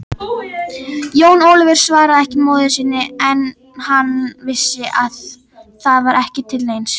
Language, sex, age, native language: Icelandic, female, 18-19, Icelandic